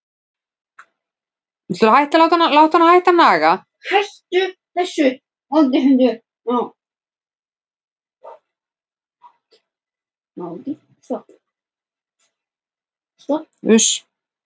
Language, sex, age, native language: Icelandic, female, 15, Icelandic